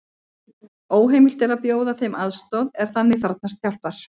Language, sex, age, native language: Icelandic, female, 50-59, Icelandic